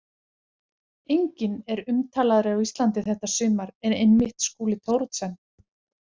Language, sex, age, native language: Icelandic, female, 40-49, Icelandic